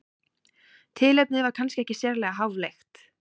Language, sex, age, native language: Icelandic, female, 18-19, Icelandic